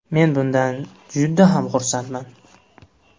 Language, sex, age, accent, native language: Uzbek, male, 18-24, Farg'ona, Uzbek